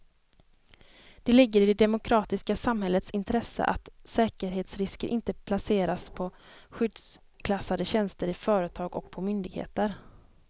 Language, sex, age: Swedish, female, 23